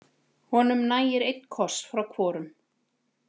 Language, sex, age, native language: Icelandic, female, 40-49, Icelandic